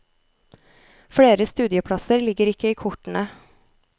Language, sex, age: Norwegian, female, 33